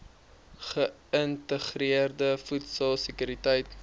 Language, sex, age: Afrikaans, male, 23